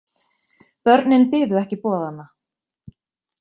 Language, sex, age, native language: Icelandic, female, 20-29, Icelandic